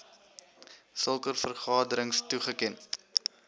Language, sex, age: Afrikaans, male, 21